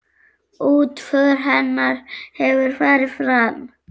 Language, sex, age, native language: Icelandic, male, 6, Icelandic